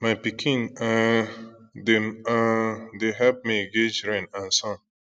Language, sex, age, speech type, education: Nigerian Pidgin, male, 15-29, spontaneous, tertiary